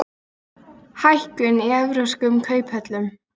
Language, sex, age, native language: Icelandic, female, 20-29, Icelandic